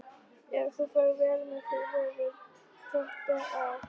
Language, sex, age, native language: Icelandic, female, 13, Icelandic